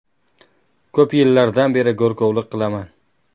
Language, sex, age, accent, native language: Uzbek, male, 19-29, Farg'ona, Uzbek